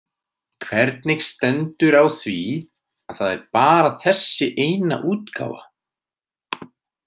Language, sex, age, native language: Icelandic, male, 30-39, Icelandic